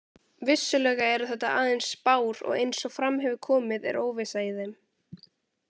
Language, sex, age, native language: Icelandic, female, 18-19, Icelandic